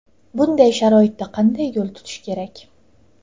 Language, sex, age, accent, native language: Uzbek, female, 18-24, Toshkent shahri, Uzbek